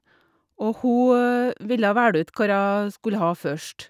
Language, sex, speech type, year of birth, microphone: Norwegian, female, spontaneous, 1962, Shure